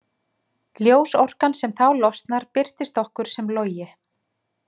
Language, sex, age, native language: Icelandic, female, 30-39, Icelandic